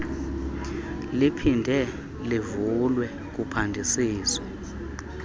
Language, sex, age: Xhosa, male, 24